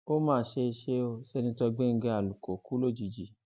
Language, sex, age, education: Yoruba, male, 46-60, tertiary